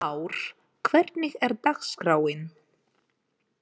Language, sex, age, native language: Icelandic, female, 30-39, Ukrainian